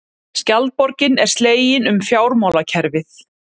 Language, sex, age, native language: Icelandic, female, 30-39, Icelandic